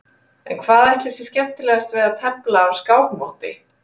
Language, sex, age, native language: Icelandic, female, 30-39, Icelandic